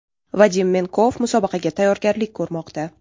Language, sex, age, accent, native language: Uzbek, female, 19-29, Qashqadaryo, Uzbek